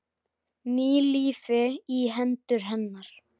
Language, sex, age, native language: Icelandic, male, 10, Icelandic